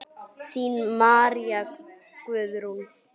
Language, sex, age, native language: Icelandic, male, 8, Icelandic